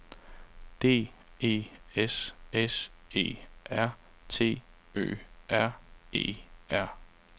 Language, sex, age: Danish, male, 35